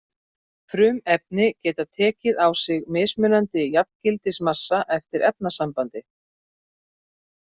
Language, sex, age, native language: Icelandic, female, 40-49, Icelandic